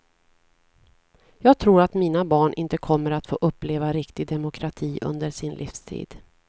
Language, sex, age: Swedish, female, 40